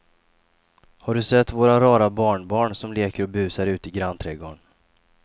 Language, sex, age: Swedish, male, 28